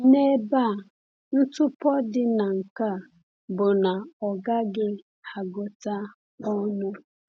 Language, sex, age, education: Igbo, female, 15-29, tertiary